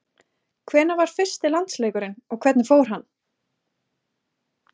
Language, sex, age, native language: Icelandic, female, 20-29, Icelandic